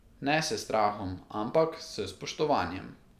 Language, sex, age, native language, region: Slovenian, male, 18-29, Slovenian, Pomurje region